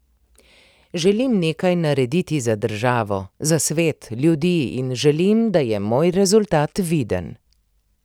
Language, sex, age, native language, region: Slovenian, female, 30-49, Slovenian, Primorsko-notranjska region